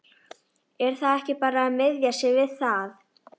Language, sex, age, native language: Icelandic, female, 12, Icelandic